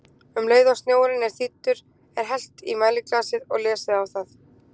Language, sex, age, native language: Icelandic, female, 20-29, Icelandic